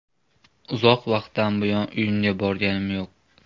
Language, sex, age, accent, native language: Uzbek, male, 18-24, Namangan, Uzbek